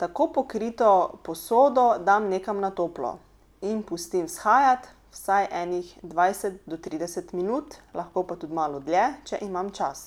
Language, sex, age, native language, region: Slovenian, female, 30-49, Slovenian, Pomurje region